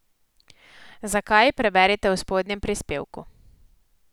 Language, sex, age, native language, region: Slovenian, female, 18-29, Slovenian, Posavska region